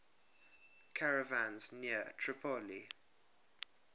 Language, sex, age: English, male, 23